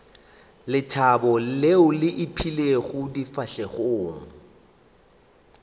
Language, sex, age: Northern Sotho, male, 25